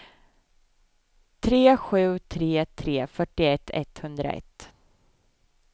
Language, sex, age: Swedish, female, 24